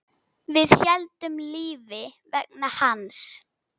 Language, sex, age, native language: Icelandic, female, 10, Icelandic